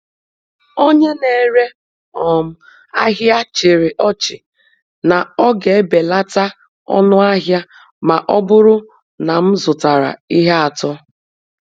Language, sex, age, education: Igbo, female, 30-45, tertiary